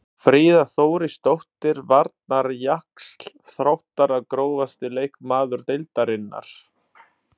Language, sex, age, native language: Icelandic, male, 30-39, Italian